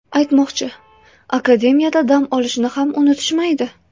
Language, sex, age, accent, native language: Uzbek, female, 18-24, Toshkent viloyati, Uzbek